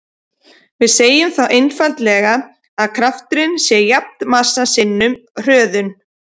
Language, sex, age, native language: Icelandic, female, 30-39, Icelandic